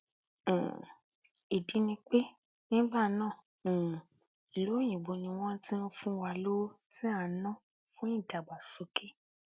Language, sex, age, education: Yoruba, female, 15-29, tertiary